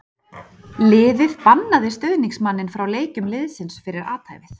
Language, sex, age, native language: Icelandic, female, 30-39, Icelandic